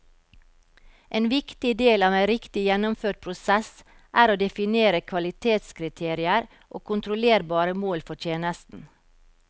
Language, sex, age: Norwegian, female, 52